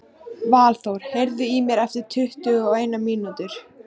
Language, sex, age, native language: Icelandic, female, 15, Icelandic